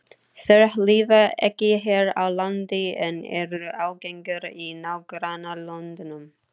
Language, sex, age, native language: Icelandic, female, 30-39, Icelandic